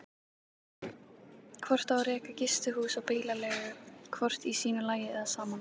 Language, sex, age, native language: Icelandic, female, 18-19, Icelandic